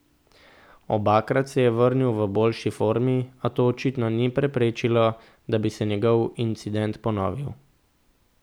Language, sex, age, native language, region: Slovenian, male, 18-29, Slovenian, Central Slovenia